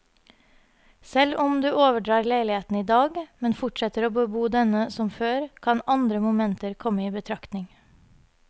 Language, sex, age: Norwegian, female, 30